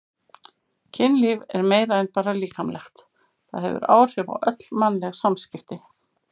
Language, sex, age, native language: Icelandic, female, 50-59, Icelandic